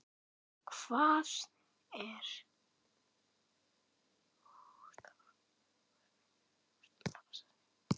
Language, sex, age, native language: Icelandic, female, 9, Icelandic